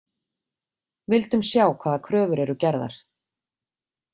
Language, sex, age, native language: Icelandic, female, 40-49, Icelandic